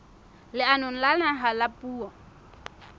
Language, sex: Southern Sotho, female